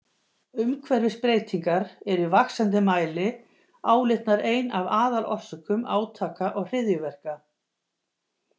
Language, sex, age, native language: Icelandic, female, 50-59, Icelandic